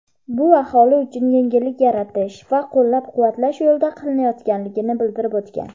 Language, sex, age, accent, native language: Uzbek, female, under 19, Farg'ona, Uzbek